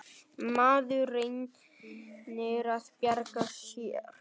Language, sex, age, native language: Icelandic, male, 10, Vietnamese